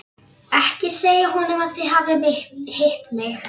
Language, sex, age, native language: Icelandic, female, 11, Icelandic